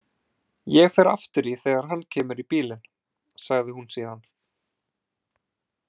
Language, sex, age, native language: Icelandic, male, 20-29, Icelandic